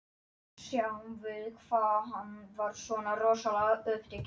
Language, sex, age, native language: Icelandic, male, 11, Polish